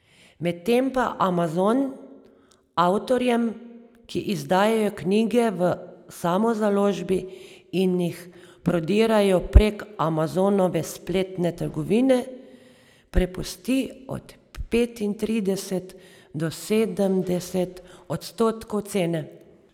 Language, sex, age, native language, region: Slovenian, female, 30-49, Slovenian, Savinja region